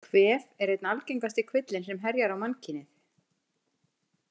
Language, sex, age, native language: Icelandic, female, 50-59, Icelandic